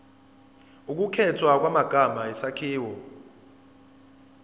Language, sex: Zulu, female